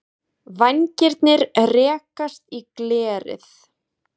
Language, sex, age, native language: Icelandic, female, 20-29, Icelandic